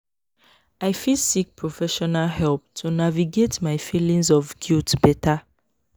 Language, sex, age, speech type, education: Nigerian Pidgin, female, 15-29, spontaneous, tertiary